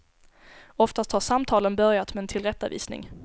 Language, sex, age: Swedish, female, 17